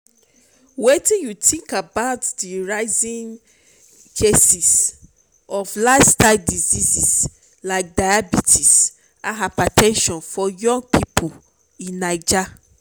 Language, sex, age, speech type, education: Nigerian Pidgin, female, 30-45, spontaneous, tertiary